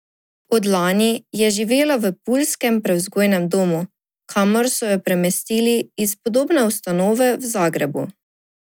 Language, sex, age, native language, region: Slovenian, female, 18-29, Slovenian, Drava region